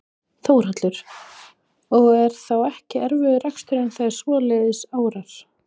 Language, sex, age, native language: Icelandic, female, 20-29, Icelandic